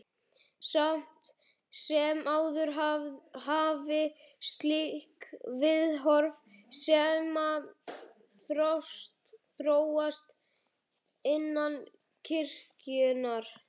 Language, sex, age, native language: Icelandic, male, 11, Icelandic